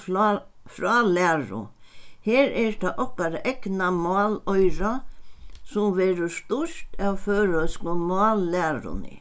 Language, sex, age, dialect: Faroese, female, 61+, Sandoy